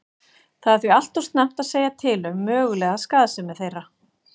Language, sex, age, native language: Icelandic, female, 40-49, Icelandic